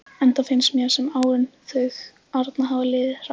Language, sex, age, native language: Icelandic, female, 15, Icelandic